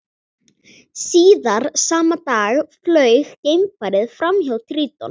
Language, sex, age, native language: Icelandic, female, 40-49, Icelandic